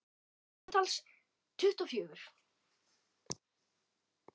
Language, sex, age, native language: Icelandic, female, 9, Icelandic